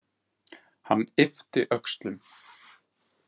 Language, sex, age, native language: Icelandic, male, 20-29, Icelandic